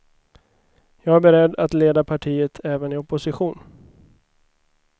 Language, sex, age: Swedish, male, 29